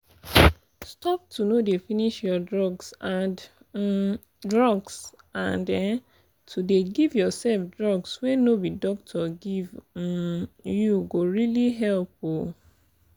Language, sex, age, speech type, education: Nigerian Pidgin, female, 15-29, spontaneous, tertiary